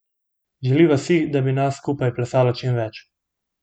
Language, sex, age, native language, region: Slovenian, male, 18-29, Slovenian, Gorenjska region